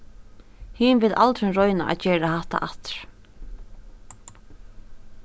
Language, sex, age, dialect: Faroese, female, 15-35, Suðurstreymoy